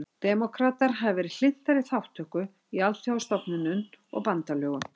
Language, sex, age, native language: Icelandic, female, 60-69, Icelandic